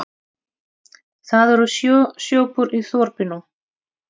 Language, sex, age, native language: Icelandic, female, 30-39, Russian